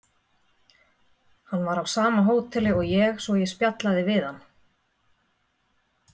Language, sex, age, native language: Icelandic, female, 30-39, Icelandic